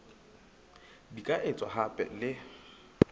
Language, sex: Southern Sotho, female